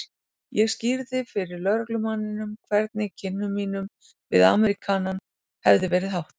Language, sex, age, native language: Icelandic, female, 40-49, Icelandic